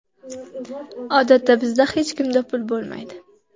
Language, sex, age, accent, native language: Uzbek, female, 18-24, Andijon, Uzbek